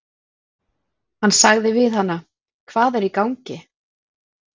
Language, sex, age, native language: Icelandic, female, 40-49, Icelandic